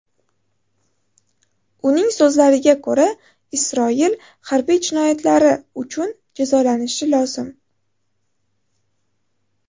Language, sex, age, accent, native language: Uzbek, female, 18-24, Toshkent shahri, Uzbek